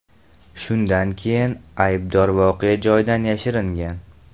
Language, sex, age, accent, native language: Uzbek, male, 18-24, Farg'ona, Uzbek